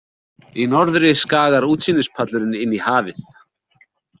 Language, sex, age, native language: Icelandic, male, 40-49, Icelandic